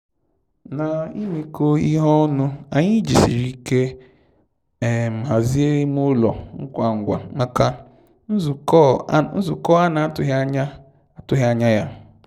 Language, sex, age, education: Igbo, male, 15-29, tertiary